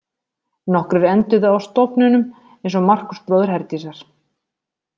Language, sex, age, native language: Icelandic, female, 30-39, Icelandic